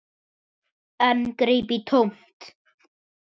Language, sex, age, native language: Icelandic, male, 9, Icelandic